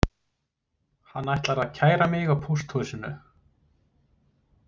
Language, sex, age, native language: Icelandic, male, 30-39, Icelandic